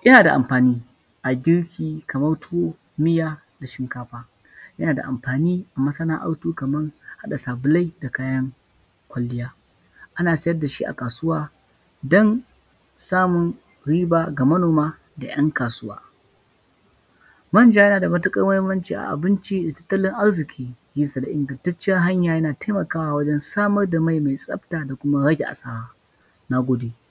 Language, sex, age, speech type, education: Hausa, male, 15-29, spontaneous, primary